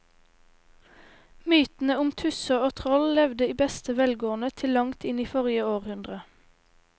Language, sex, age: Norwegian, female, 18